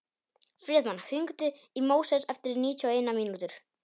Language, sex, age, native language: Icelandic, male, 18-19, Polish